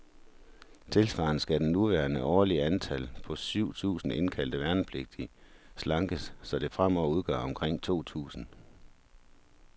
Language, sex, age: Danish, male, 43